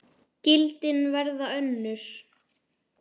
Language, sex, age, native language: Icelandic, male, 10, Icelandic